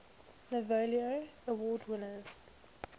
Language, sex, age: English, female, 21